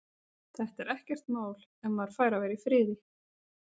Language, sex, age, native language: Icelandic, female, 30-39, Icelandic